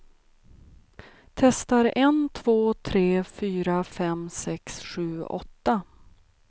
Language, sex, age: Swedish, female, 36